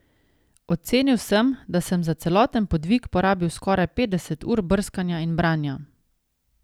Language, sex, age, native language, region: Slovenian, female, 30-49, Slovenian, Savinja region